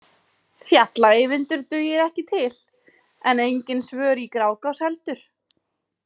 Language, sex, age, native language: Icelandic, female, 50-59, Icelandic